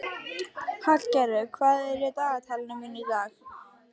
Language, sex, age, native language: Icelandic, female, 12, Icelandic